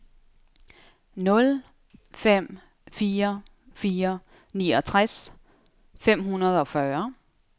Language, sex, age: Danish, female, 32